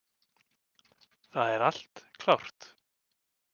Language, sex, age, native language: Icelandic, female, 40-49, English